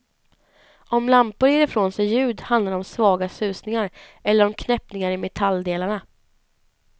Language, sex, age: Swedish, female, 19